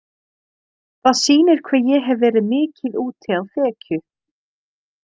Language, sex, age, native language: Icelandic, female, 30-39, Icelandic